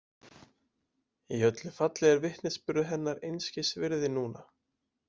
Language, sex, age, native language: Icelandic, male, 20-29, Icelandic